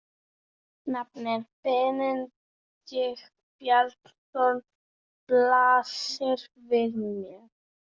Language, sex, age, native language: Icelandic, female, 7, Icelandic